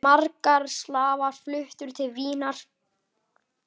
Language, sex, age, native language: Icelandic, male, 8, Icelandic